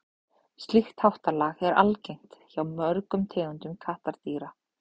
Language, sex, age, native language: Icelandic, female, 30-39, Icelandic